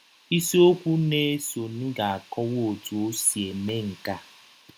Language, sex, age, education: Igbo, male, 30-45, tertiary